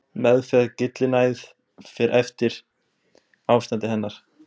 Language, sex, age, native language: Icelandic, male, 20-29, Icelandic